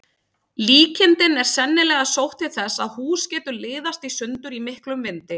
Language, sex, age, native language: Icelandic, female, 30-39, Icelandic